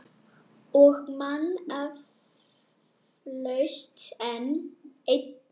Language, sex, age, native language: Icelandic, female, 8, Icelandic